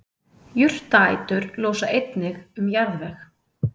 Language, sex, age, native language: Icelandic, female, 30-39, Icelandic